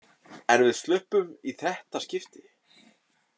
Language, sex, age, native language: Icelandic, male, 30-39, Icelandic